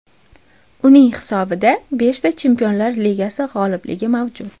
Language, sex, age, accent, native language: Uzbek, female, 25-34, Toshkent viloyati, Uzbek